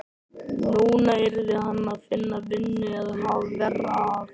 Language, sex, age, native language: Icelandic, male, 13, Icelandic